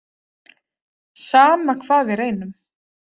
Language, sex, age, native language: Icelandic, female, 30-39, Icelandic